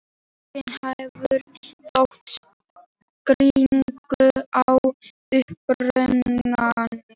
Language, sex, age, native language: Icelandic, female, 18-19, Icelandic